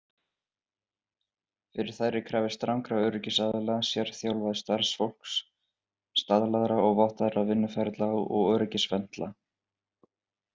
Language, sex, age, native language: Icelandic, male, 20-29, Icelandic